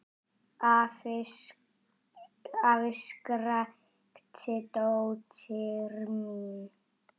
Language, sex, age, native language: Icelandic, male, 8, Icelandic